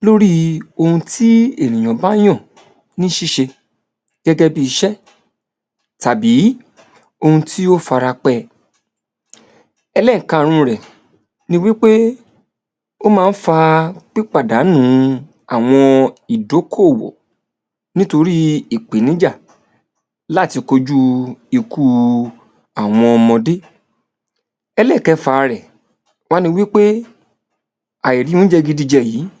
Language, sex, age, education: Yoruba, male, 30-45, tertiary